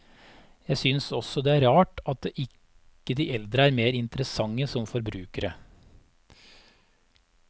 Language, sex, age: Norwegian, male, 34